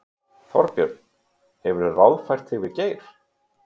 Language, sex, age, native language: Icelandic, male, 30-39, Icelandic